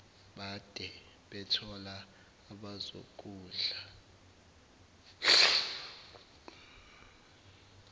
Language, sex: Zulu, male